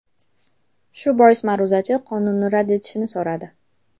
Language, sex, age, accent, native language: Uzbek, female, 18-24, Namangan, Uzbek